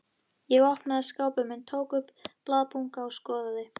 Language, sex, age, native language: Icelandic, female, 13, Icelandic